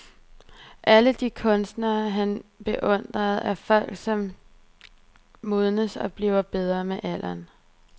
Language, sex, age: Danish, female, 23